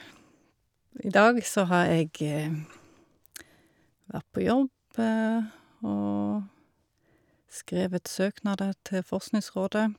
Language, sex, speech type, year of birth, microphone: Norwegian, female, spontaneous, 1972, Shure